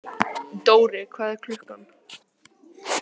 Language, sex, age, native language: Icelandic, male, 18-19, Icelandic